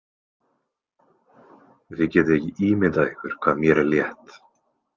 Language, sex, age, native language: Icelandic, male, 20-29, Icelandic